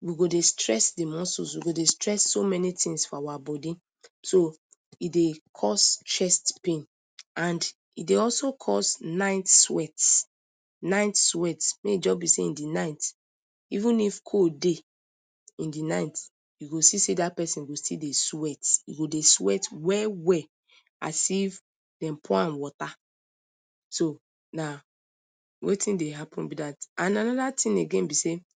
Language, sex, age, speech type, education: Nigerian Pidgin, female, 30-45, spontaneous, tertiary